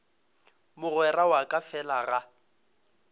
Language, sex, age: Northern Sotho, male, 22